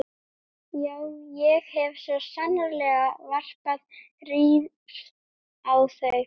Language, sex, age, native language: Icelandic, female, 12, Icelandic